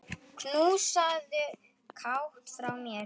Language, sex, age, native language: Icelandic, male, 10, Icelandic